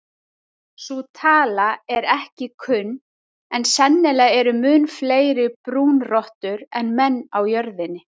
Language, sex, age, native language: Icelandic, female, 30-39, Icelandic